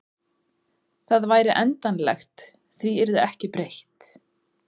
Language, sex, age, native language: Icelandic, female, 20-29, Icelandic